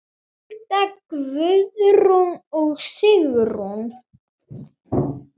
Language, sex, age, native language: Icelandic, female, 9, Icelandic